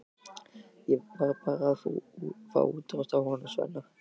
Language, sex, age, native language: Icelandic, male, 13, Icelandic